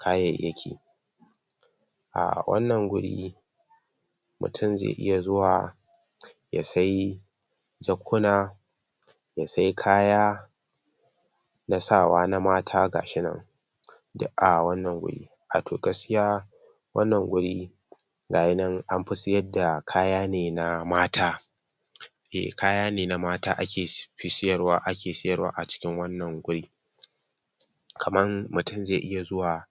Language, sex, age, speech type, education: Hausa, male, 15-29, spontaneous, tertiary